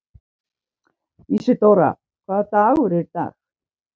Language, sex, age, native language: Icelandic, female, 60-69, Icelandic